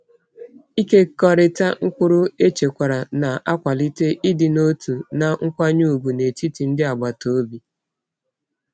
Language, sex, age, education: Igbo, female, 30-45, tertiary